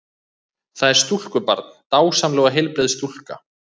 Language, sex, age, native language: Icelandic, male, 20-29, Icelandic